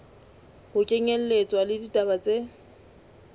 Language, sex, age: Southern Sotho, female, 20